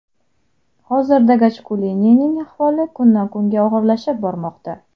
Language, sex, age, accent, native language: Uzbek, female, 19-29, Jizzax, Uzbek